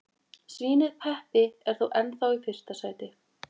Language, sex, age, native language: Icelandic, female, 20-29, Icelandic